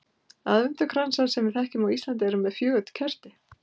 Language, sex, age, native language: Icelandic, female, 50-59, Icelandic